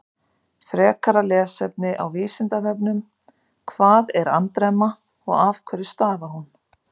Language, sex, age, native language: Icelandic, female, 50-59, Icelandic